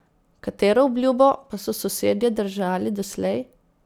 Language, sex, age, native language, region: Slovenian, female, 30-49, Slovenian, Posavska region